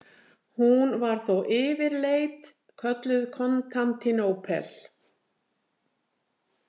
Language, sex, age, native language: Icelandic, female, 60-69, Icelandic